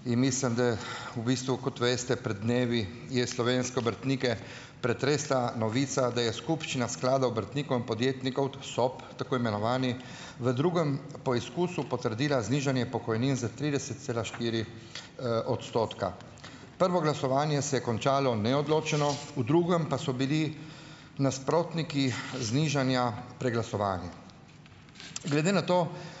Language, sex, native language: Slovenian, male, Slovenian